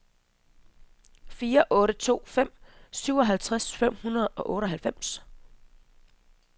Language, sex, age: Danish, female, 27